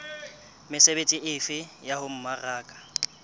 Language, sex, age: Southern Sotho, male, 21